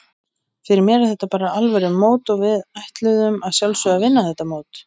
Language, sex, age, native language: Icelandic, male, 20-29, Icelandic